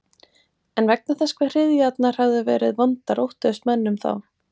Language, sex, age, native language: Icelandic, female, 20-29, Icelandic